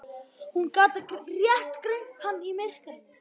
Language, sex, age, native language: Icelandic, male, 11, Icelandic